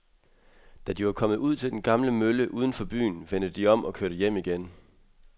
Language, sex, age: Danish, male, 23